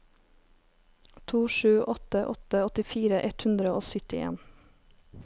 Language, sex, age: Norwegian, female, 23